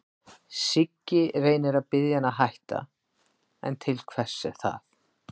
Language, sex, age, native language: Icelandic, female, 60-69, Icelandic